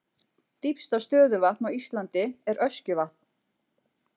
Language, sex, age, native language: Icelandic, female, 40-49, Icelandic